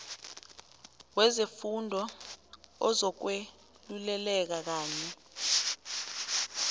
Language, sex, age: South Ndebele, female, 25